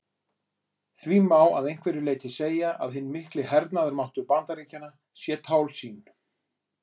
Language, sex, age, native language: Icelandic, male, 40-49, Icelandic